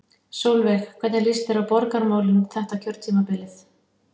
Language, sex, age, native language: Icelandic, female, 50-59, Icelandic